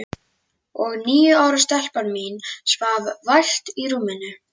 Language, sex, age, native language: Icelandic, male, 11, Icelandic